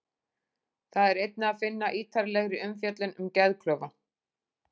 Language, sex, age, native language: Icelandic, female, 40-49, Icelandic